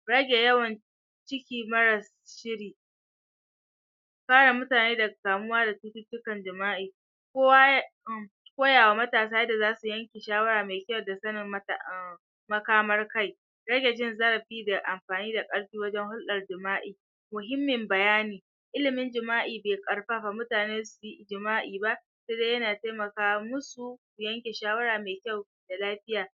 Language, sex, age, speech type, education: Hausa, male, 30-45, spontaneous, tertiary